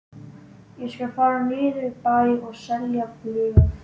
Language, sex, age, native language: Icelandic, male, 12, Icelandic